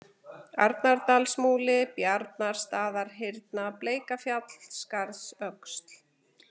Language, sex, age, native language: Icelandic, female, 40-49, Icelandic